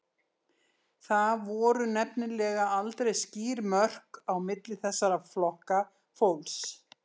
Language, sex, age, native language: Icelandic, female, 60-69, Icelandic